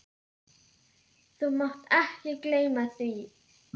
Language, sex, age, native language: Icelandic, female, 10, Icelandic